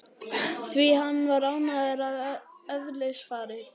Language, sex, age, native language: Icelandic, male, 11, Icelandic